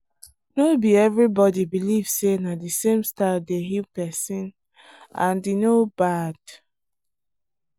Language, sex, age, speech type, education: Nigerian Pidgin, female, 15-29, spontaneous, tertiary